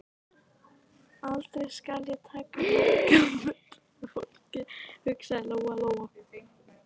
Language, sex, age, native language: Icelandic, female, 11, Icelandic